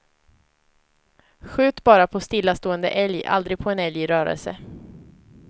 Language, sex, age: Swedish, female, 25